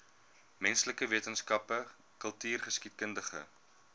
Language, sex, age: Afrikaans, male, 22